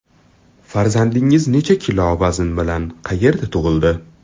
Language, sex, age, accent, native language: Uzbek, male, 12-17, Toshkent shahri, Uzbek